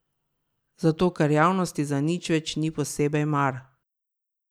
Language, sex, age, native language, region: Slovenian, female, 30-49, Slovenian, Drava region